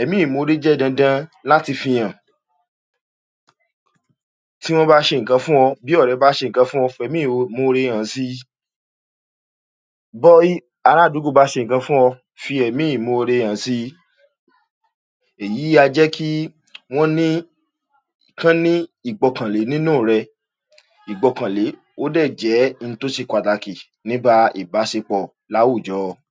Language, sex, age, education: Yoruba, male, 46-60, tertiary